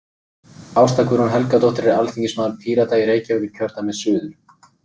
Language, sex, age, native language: Icelandic, male, 30-39, Icelandic